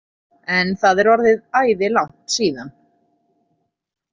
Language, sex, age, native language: Icelandic, female, 30-39, Icelandic